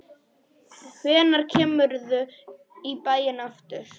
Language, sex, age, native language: Icelandic, female, 10, Polish